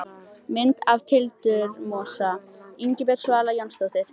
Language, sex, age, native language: Icelandic, female, 18-19, Icelandic